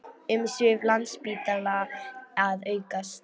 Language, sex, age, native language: Icelandic, female, 18-19, Icelandic